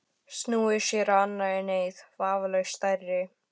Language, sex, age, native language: Icelandic, female, 12, Icelandic